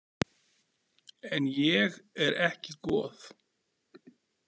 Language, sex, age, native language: Icelandic, male, 40-49, Icelandic